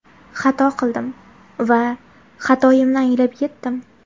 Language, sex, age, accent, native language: Uzbek, female, 18-24, Farg'ona, Uzbek